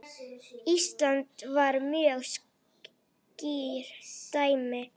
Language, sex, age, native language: Icelandic, female, 8, Icelandic